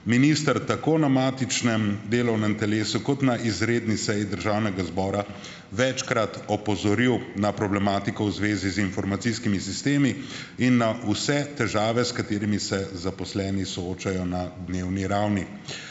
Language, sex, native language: Slovenian, male, Slovenian